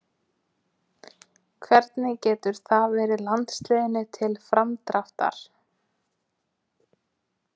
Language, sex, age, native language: Icelandic, female, 20-29, Icelandic